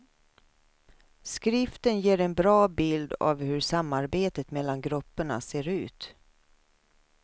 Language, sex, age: Swedish, female, 53